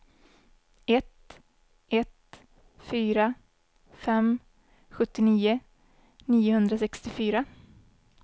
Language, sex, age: Swedish, female, 24